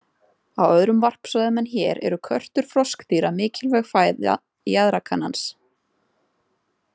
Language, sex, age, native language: Icelandic, female, 30-39, Icelandic